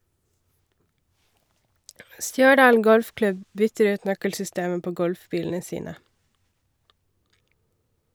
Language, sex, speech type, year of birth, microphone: Norwegian, female, read, 1990, Shure